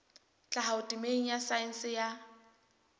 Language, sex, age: Southern Sotho, female, 23